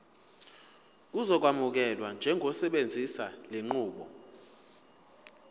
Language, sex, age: Zulu, male, 22